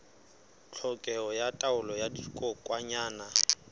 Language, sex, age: Southern Sotho, male, 23